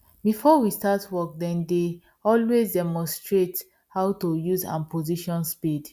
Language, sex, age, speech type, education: Nigerian Pidgin, female, 15-29, spontaneous, tertiary